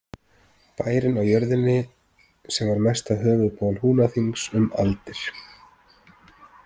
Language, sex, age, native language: Icelandic, male, 30-39, Icelandic